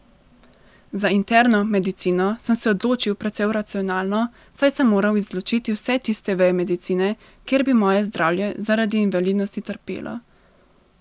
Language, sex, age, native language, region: Slovenian, female, 18-29, Slovenian, Central Slovenia